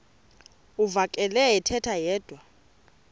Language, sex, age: Xhosa, female, 28